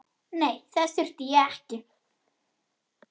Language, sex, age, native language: Icelandic, female, 10, Icelandic